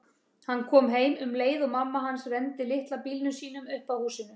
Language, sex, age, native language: Icelandic, female, 30-39, Icelandic